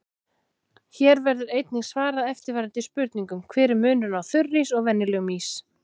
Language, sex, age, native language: Icelandic, female, 16, Icelandic